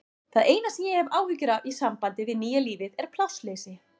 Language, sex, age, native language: Icelandic, female, 40-49, Icelandic